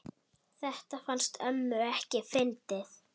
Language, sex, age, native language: Icelandic, female, 8, Icelandic